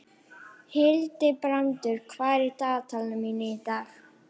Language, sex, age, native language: Icelandic, female, 11, Icelandic